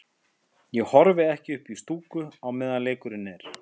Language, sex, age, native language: Icelandic, male, 50-59, Icelandic